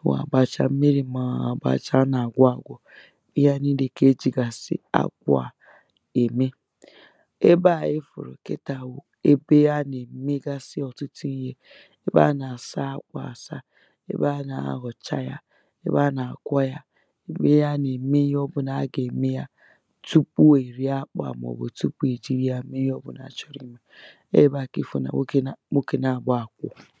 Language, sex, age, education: Igbo, female, 15-29, tertiary